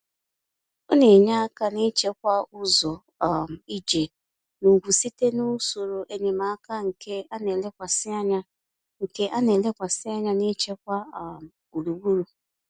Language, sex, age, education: Igbo, female, 15-29, tertiary